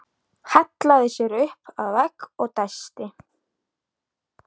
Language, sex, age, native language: Icelandic, female, 13, Icelandic